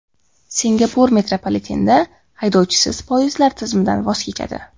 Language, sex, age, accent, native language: Uzbek, female, 18-24, Qashqadaryo, Uzbek